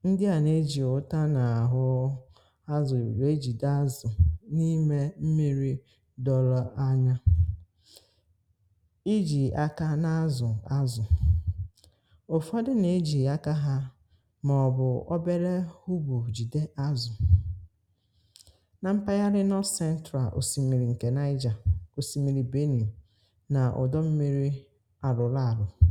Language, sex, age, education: Igbo, female, 30-45, tertiary